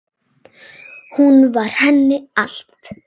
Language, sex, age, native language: Icelandic, female, 8, Icelandic